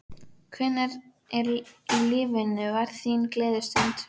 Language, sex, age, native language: Icelandic, female, 12, Icelandic